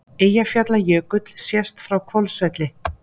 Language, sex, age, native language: Icelandic, female, 50-59, Icelandic